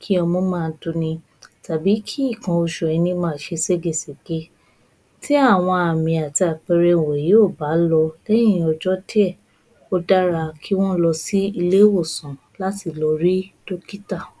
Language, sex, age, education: Yoruba, female, 15-29, tertiary